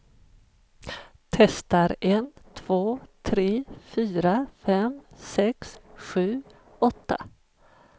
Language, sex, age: Swedish, female, 51